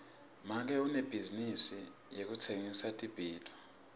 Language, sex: Swati, male